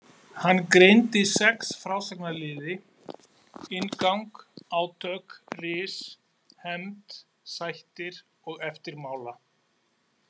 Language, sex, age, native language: Icelandic, male, 40-49, Icelandic